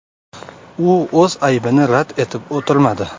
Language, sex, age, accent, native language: Uzbek, male, 18-24, Farg'ona, Uzbek